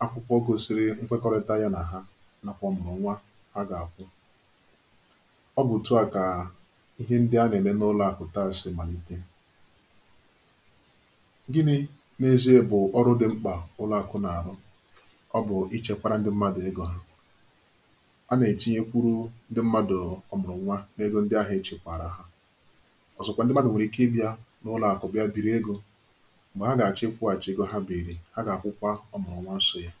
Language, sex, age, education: Igbo, male, 15-29, tertiary